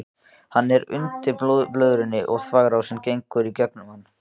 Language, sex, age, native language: Icelandic, male, 14, Icelandic